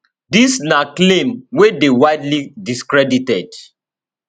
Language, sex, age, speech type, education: Nigerian Pidgin, male, 30-45, spontaneous, tertiary